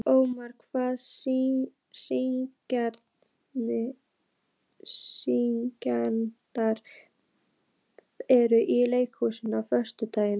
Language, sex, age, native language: Icelandic, female, 14, Icelandic